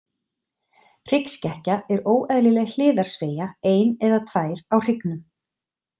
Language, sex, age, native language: Icelandic, female, 30-39, Icelandic